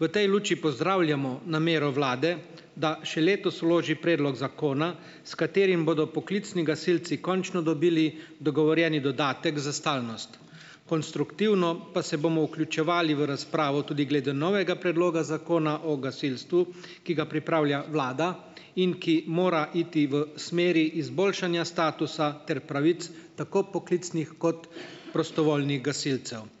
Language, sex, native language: Slovenian, male, Slovenian